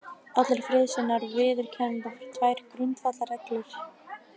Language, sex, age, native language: Icelandic, female, 20-29, Icelandic